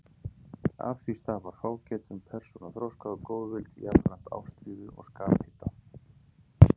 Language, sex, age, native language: Icelandic, male, 40-49, Icelandic